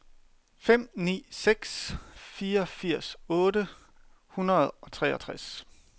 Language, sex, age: Danish, male, 31